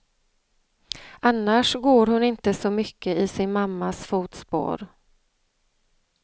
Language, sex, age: Swedish, female, 35